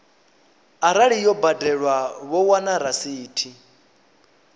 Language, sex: Venda, male